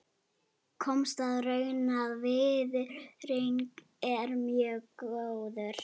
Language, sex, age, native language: Icelandic, male, 11, Icelandic